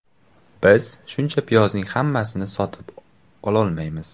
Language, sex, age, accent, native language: Uzbek, male, 18-24, Sirdaryo, Uzbek